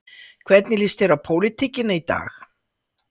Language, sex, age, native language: Icelandic, female, 60-69, Icelandic